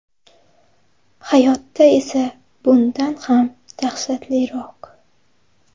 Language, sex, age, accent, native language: Uzbek, female, 18-24, Xorazm, Uzbek